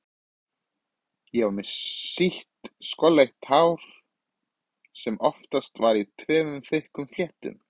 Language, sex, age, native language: Icelandic, male, 20-29, Icelandic